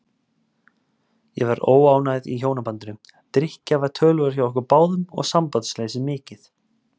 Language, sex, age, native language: Icelandic, male, 30-39, Icelandic